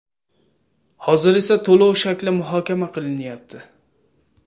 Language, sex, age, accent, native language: Uzbek, male, 18-24, Samarqand, Uzbek